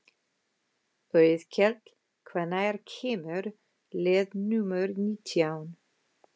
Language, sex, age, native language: Icelandic, female, 50-59, English